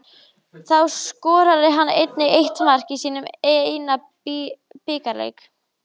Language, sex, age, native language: Icelandic, female, 20-29, Icelandic